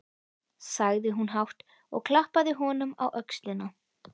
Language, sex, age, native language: Icelandic, female, 13, Icelandic